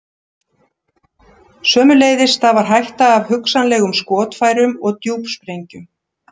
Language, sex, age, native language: Icelandic, female, 60-69, Icelandic